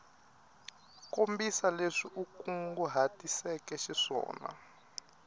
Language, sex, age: Tsonga, male, 21